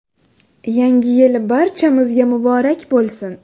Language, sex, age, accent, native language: Uzbek, female, 19-29, Xorazm, Uzbek